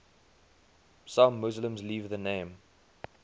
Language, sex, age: English, male, 23